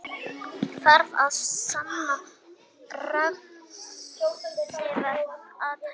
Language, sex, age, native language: Icelandic, female, 18-19, Icelandic